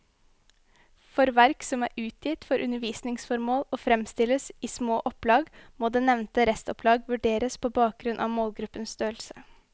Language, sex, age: Norwegian, female, 21